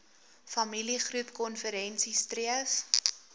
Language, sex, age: Afrikaans, female, 20